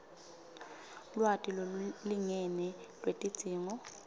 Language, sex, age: Swati, female, 25